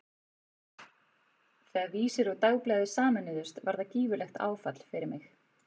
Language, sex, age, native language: Icelandic, female, 40-49, Icelandic